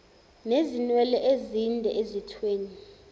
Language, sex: Zulu, female